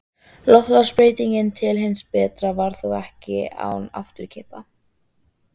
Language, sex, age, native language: Icelandic, female, 13, Icelandic